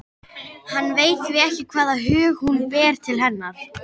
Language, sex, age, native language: Icelandic, female, 13, Icelandic